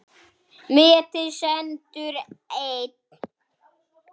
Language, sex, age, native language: Icelandic, male, 8, Icelandic